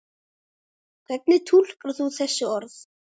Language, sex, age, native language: Icelandic, male, 9, Icelandic